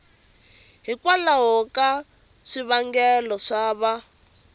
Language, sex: Tsonga, female